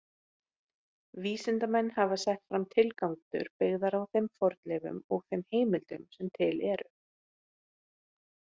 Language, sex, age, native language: Icelandic, female, 30-39, Icelandic